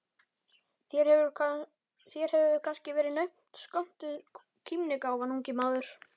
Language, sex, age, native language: Icelandic, male, 11, Icelandic